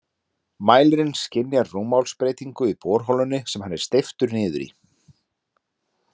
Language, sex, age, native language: Icelandic, male, 30-39, Icelandic